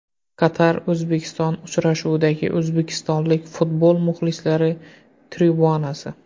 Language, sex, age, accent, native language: Uzbek, male, 25-34, Qoraqalpog'iston, Uzbek